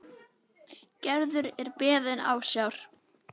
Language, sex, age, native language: Icelandic, female, 10, Icelandic